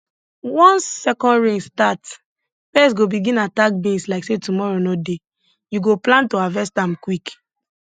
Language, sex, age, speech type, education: Nigerian Pidgin, female, 15-29, spontaneous, tertiary